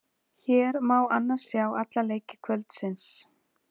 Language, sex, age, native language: Icelandic, female, 40-49, Icelandic